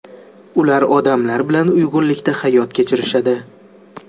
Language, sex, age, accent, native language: Uzbek, male, 18-24, Jizzax, Uzbek